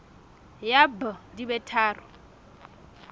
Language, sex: Southern Sotho, female